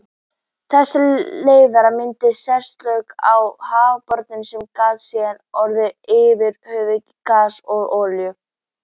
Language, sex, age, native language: Icelandic, female, 18-19, Icelandic